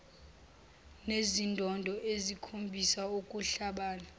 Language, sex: Zulu, female